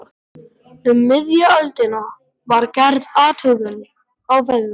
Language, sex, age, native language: Icelandic, male, 12, Icelandic